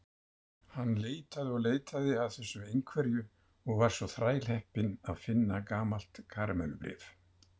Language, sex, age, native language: Icelandic, male, 70-79, Icelandic